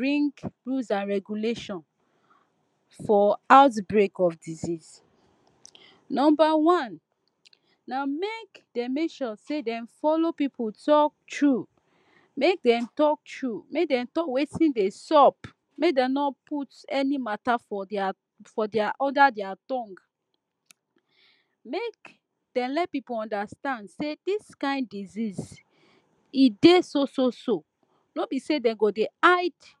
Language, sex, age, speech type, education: Nigerian Pidgin, female, 15-29, spontaneous, tertiary